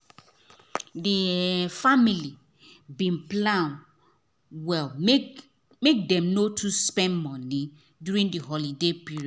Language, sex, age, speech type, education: Nigerian Pidgin, female, 30-45, spontaneous, tertiary